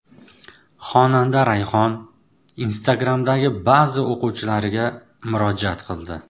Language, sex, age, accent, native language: Uzbek, male, 25-34, Toshkent shahri, Uzbek